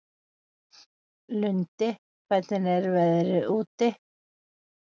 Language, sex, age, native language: Icelandic, female, 40-49, Icelandic